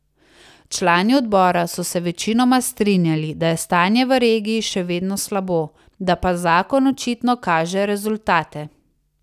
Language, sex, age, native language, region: Slovenian, female, 30-49, Slovenian, Savinja region